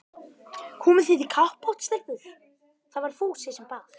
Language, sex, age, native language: Icelandic, male, 12, Icelandic